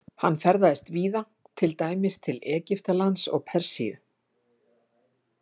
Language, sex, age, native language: Icelandic, female, 50-59, Icelandic